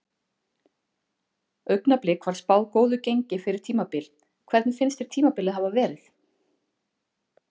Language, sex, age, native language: Icelandic, female, 40-49, Icelandic